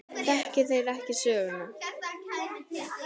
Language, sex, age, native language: Icelandic, female, 9, Icelandic